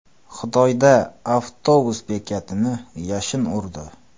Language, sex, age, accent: Uzbek, male, 25-34, Qoraqalpog'iston